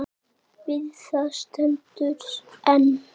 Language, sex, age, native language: Icelandic, male, 8, Icelandic